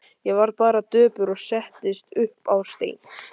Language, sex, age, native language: Icelandic, male, 13, Icelandic